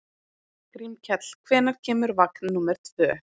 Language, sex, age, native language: Icelandic, female, 20-29, Icelandic